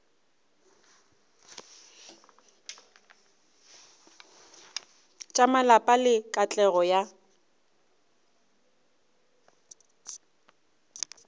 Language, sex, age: Northern Sotho, female, 24